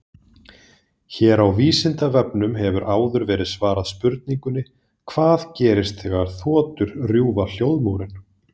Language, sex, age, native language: Icelandic, male, 30-39, Icelandic